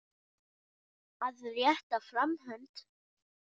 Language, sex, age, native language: Icelandic, male, 10, Icelandic